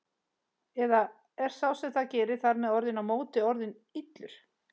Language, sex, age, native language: Icelandic, female, 30-39, Icelandic